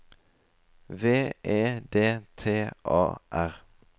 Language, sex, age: Norwegian, male, 20